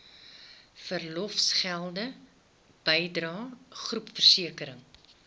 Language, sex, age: Afrikaans, female, 21